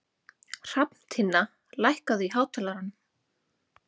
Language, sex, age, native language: Icelandic, female, 30-39, Icelandic